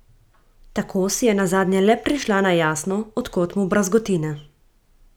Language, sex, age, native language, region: Slovenian, female, 18-29, Slovenian, Gorica region